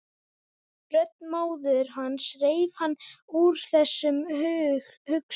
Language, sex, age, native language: Icelandic, female, 18-19, Icelandic